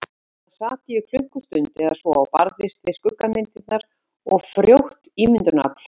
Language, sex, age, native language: Icelandic, female, 50-59, Icelandic